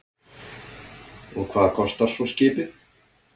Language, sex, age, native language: Icelandic, male, 40-49, Icelandic